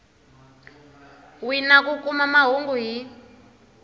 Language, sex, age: Tsonga, female, 23